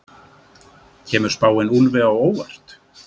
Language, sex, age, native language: Icelandic, male, 60-69, Icelandic